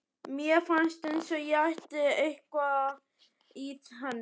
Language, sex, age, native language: Icelandic, male, 11, Icelandic